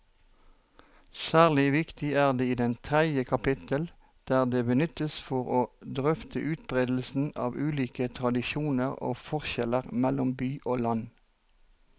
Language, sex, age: Norwegian, male, 43